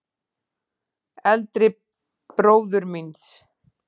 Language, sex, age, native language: Icelandic, female, 10, Icelandic